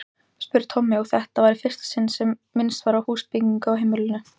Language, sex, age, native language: Icelandic, female, 18-19, Icelandic